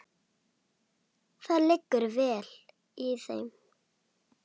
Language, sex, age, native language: Icelandic, female, 8, Icelandic